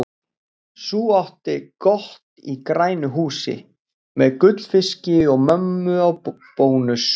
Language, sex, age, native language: Icelandic, male, 40-49, Icelandic